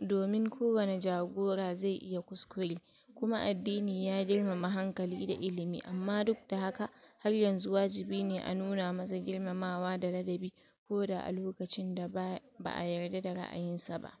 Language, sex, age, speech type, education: Hausa, female, 46-60, spontaneous, tertiary